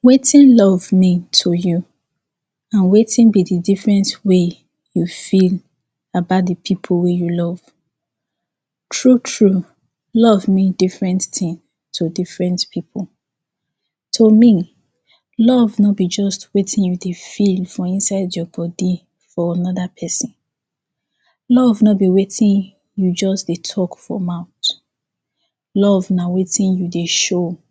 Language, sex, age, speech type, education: Nigerian Pidgin, female, 15-29, spontaneous, tertiary